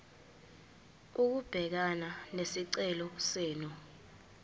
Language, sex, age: Zulu, female, 18